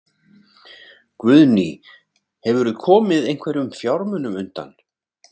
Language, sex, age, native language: Icelandic, male, 40-49, Icelandic